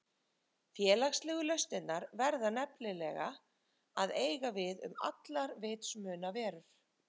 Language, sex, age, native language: Icelandic, female, 30-39, Icelandic